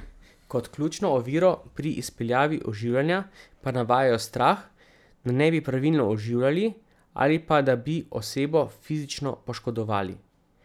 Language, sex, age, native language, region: Slovenian, male, 30-49, Slovenian, Central Slovenia